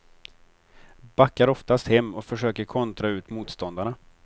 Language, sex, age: Swedish, male, 23